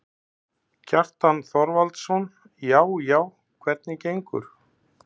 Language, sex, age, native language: Icelandic, male, 60-69, Icelandic